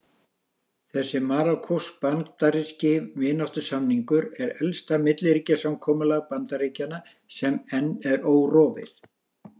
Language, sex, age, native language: Icelandic, male, 60-69, Icelandic